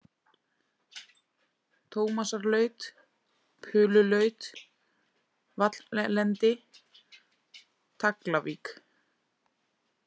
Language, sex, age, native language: Icelandic, female, 20-29, Icelandic